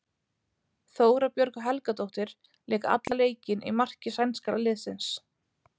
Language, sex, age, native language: Icelandic, female, 30-39, Icelandic